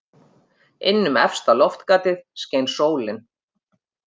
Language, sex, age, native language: Icelandic, female, 50-59, Icelandic